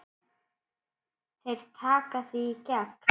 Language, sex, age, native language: Icelandic, female, 7, Icelandic